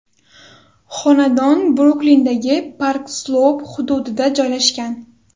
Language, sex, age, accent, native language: Uzbek, female, under 19, Toshkent shahri, Uzbek